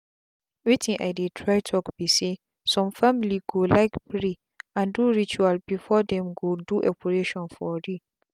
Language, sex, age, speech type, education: Nigerian Pidgin, female, 15-29, spontaneous, tertiary